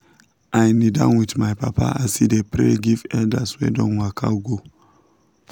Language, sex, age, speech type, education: Nigerian Pidgin, male, 15-29, spontaneous, tertiary